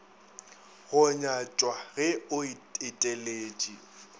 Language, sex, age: Northern Sotho, male, 22